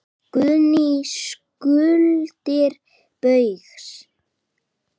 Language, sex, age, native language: Icelandic, male, 8, Icelandic